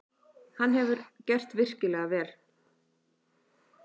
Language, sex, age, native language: Icelandic, female, 30-39, Icelandic